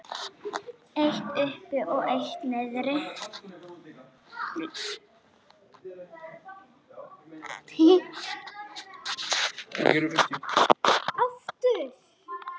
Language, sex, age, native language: Icelandic, female, 9, Icelandic